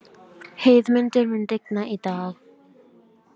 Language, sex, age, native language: Icelandic, female, 12, Icelandic